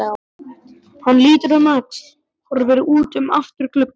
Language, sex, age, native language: Icelandic, male, 12, Icelandic